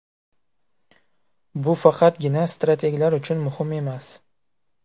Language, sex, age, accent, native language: Uzbek, male, 18-24, Buxoro, Uzbek